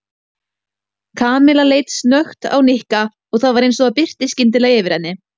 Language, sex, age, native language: Icelandic, female, 18-19, Icelandic